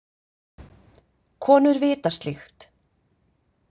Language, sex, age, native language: Icelandic, female, 50-59, Icelandic